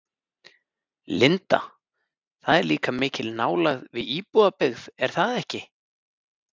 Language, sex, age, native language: Icelandic, male, 30-39, Icelandic